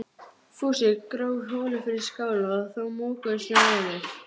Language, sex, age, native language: Icelandic, female, 12, Icelandic